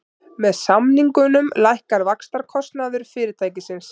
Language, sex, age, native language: Icelandic, female, 30-39, Icelandic